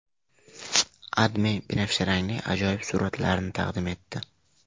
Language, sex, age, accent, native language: Uzbek, male, 12-17, Jizzax, Uzbek